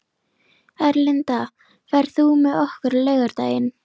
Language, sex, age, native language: Icelandic, female, 11, Icelandic